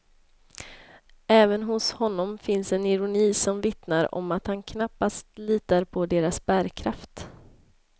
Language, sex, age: Swedish, female, 26